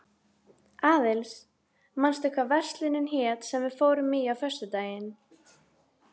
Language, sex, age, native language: Icelandic, female, 12, Icelandic